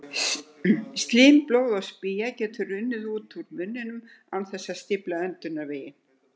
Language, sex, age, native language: Icelandic, female, 70-79, Icelandic